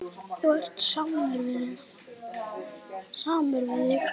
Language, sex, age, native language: Icelandic, male, 9, Icelandic